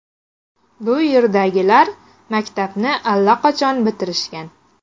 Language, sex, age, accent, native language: Uzbek, female, 18-24, Qashqadaryo, Uzbek